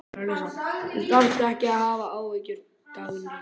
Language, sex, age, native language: Icelandic, male, 11, Icelandic